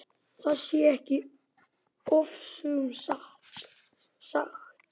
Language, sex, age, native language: Icelandic, male, 8, Icelandic